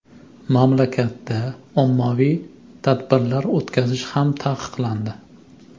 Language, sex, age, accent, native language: Uzbek, male, 25-34, Andijon, Uzbek